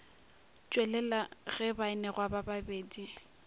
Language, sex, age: Northern Sotho, female, 23